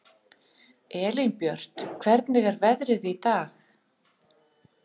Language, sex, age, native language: Icelandic, female, 50-59, Icelandic